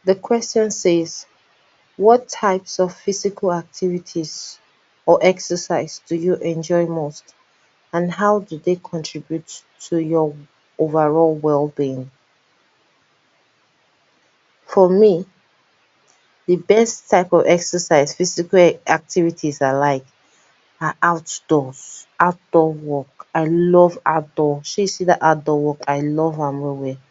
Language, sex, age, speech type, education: Nigerian Pidgin, female, 30-45, spontaneous, tertiary